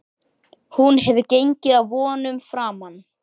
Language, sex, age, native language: Icelandic, male, 10, Icelandic